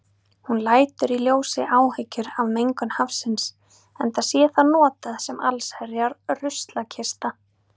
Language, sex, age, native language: Icelandic, female, 30-39, Icelandic